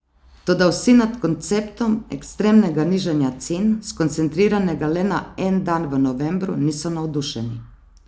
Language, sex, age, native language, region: Slovenian, female, 30-49, Slovenian, Savinja region